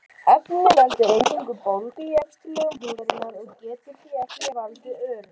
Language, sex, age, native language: Icelandic, female, 18-19, Icelandic